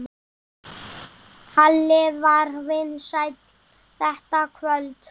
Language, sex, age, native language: Icelandic, male, 7, Icelandic